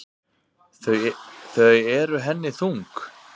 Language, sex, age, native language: Icelandic, male, 30-39, Icelandic